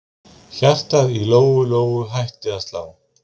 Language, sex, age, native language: Icelandic, male, 50-59, Icelandic